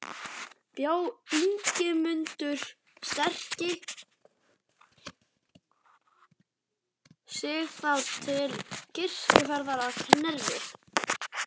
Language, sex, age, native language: Icelandic, male, 11, Icelandic